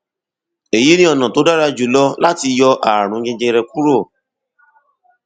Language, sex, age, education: Yoruba, male, 30-45, tertiary